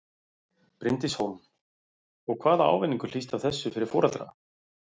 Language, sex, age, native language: Icelandic, male, 40-49, Icelandic